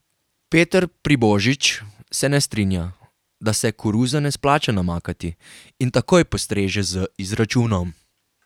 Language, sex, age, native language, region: Slovenian, male, 18-29, Slovenian, Carinthia region